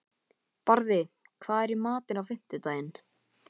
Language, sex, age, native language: Icelandic, male, 12, Icelandic